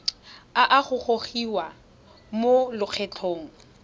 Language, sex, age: Tswana, female, 21